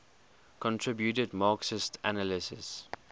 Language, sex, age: English, male, 20